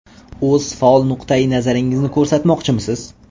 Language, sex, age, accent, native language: Uzbek, male, 25-34, Toshkent viloyati, Uzbek